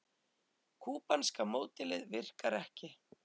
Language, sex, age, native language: Icelandic, female, 30-39, Icelandic